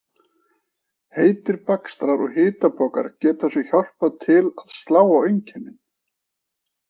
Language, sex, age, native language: Icelandic, male, 40-49, Icelandic